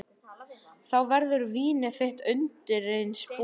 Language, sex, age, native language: Icelandic, male, 11, Icelandic